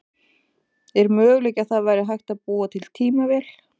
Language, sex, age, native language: Icelandic, female, 30-39, Icelandic